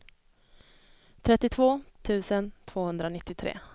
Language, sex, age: Swedish, female, 23